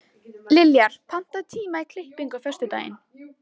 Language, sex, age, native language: Icelandic, female, 14, Icelandic